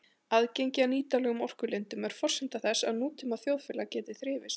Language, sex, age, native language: Icelandic, male, 40-49, Icelandic